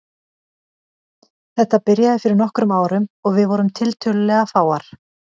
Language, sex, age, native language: Icelandic, female, 50-59, Icelandic